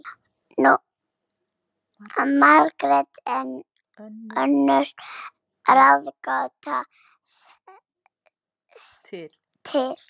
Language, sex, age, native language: Icelandic, female, 6, Icelandic